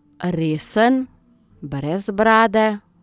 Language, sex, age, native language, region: Slovenian, female, 30-49, Slovenian, Southeast Slovenia